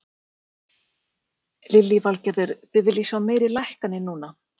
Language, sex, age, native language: Icelandic, female, 40-49, Icelandic